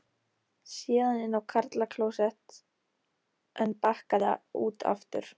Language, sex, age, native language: Icelandic, female, 13, Icelandic